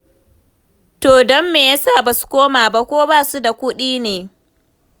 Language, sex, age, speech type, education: Hausa, female, 15-29, read, tertiary